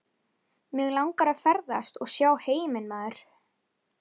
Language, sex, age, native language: Icelandic, female, 11, Icelandic